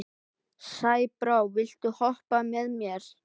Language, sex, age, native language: Icelandic, male, 12, Icelandic